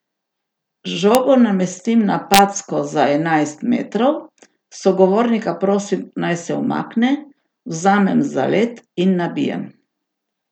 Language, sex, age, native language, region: Slovenian, female, 60+, Slovenian, Gorica region